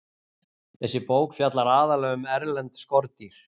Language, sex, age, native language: Icelandic, male, 40-49, Icelandic